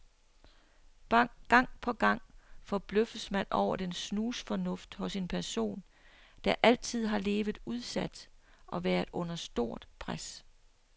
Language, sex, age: Danish, female, 60